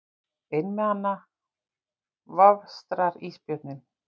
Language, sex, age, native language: Icelandic, female, 40-49, Icelandic